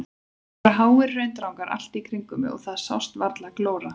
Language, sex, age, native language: Icelandic, female, 30-39, Icelandic